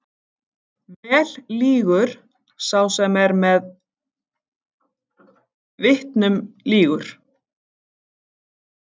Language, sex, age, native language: Icelandic, female, 50-59, Icelandic